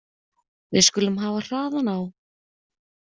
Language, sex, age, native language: Icelandic, female, 30-39, Icelandic